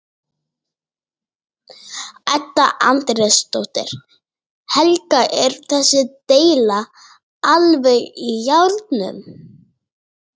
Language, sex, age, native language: Icelandic, female, 18-19, Icelandic